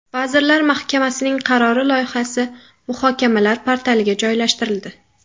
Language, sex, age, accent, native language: Uzbek, female, 18-24, Samarqand, Uzbek